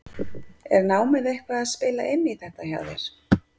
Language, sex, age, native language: Icelandic, female, 50-59, Icelandic